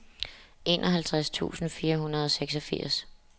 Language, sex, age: Danish, female, 27